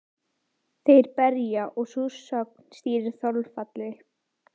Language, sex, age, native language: Icelandic, female, 18-19, Icelandic